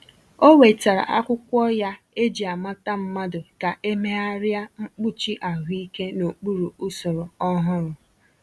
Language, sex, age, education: Igbo, female, 30-45, tertiary